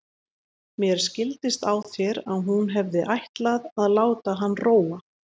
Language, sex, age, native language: Icelandic, female, 30-39, Icelandic